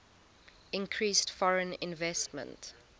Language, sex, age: English, female, 20